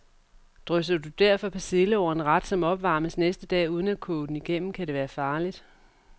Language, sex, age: Danish, female, 44